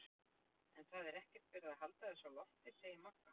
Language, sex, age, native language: Icelandic, female, 60-69, Icelandic